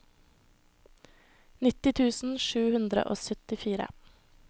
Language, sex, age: Norwegian, female, 21